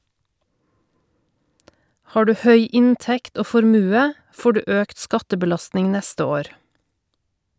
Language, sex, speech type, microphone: Norwegian, female, read, Shure